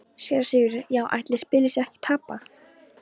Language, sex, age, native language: Icelandic, female, 13, Polish